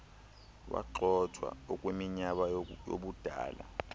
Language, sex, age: Xhosa, male, 23